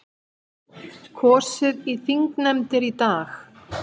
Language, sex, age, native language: Icelandic, female, 50-59, Icelandic